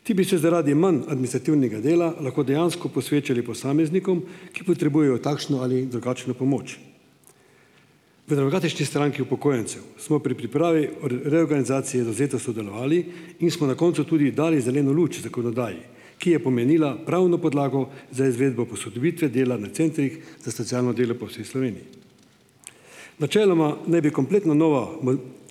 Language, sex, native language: Slovenian, male, Slovenian